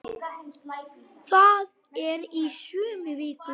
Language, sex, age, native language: Icelandic, other, 9, Icelandic